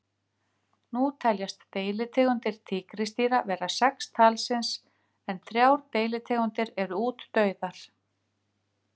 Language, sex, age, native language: Icelandic, female, 50-59, Icelandic